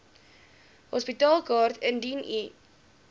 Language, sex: Afrikaans, female